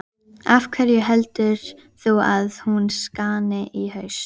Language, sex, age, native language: Icelandic, female, 11, Icelandic